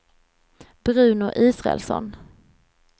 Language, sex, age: Swedish, female, 26